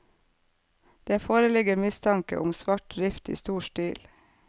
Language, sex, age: Norwegian, female, 48